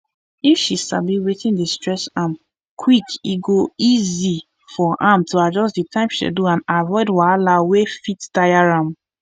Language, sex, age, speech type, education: Nigerian Pidgin, female, 15-29, spontaneous, tertiary